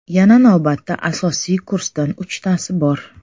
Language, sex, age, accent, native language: Uzbek, female, 35+, Samarqand, Uzbek